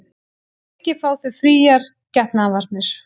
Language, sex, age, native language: Icelandic, female, 18-19, Icelandic